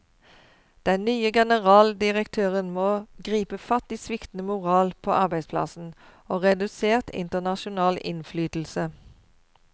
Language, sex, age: Norwegian, female, 52